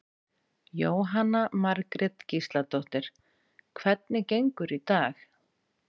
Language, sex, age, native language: Icelandic, female, 30-39, Icelandic